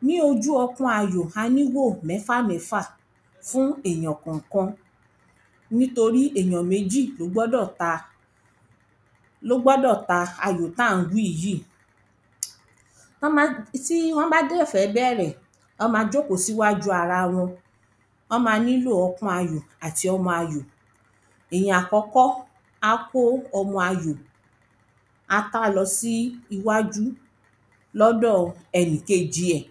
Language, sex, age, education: Yoruba, female, 30-45, primary